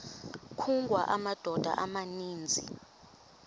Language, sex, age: Xhosa, female, 23